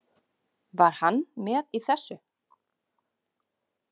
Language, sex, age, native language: Icelandic, female, 30-39, Icelandic